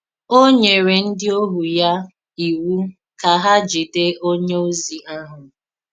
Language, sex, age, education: Igbo, female, 15-29, tertiary